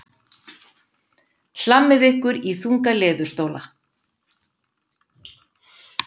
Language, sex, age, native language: Icelandic, female, 50-59, Icelandic